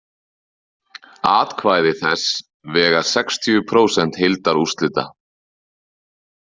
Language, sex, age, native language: Icelandic, male, 30-39, Icelandic